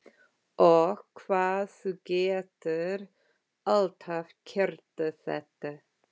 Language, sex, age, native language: Icelandic, female, 50-59, English